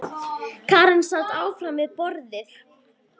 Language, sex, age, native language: Icelandic, female, 9, Icelandic